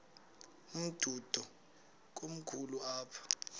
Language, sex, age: Xhosa, male, 20